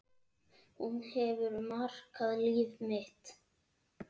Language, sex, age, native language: Icelandic, male, 8, Icelandic